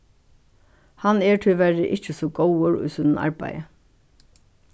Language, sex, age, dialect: Faroese, female, 61+, Suðurstreymoy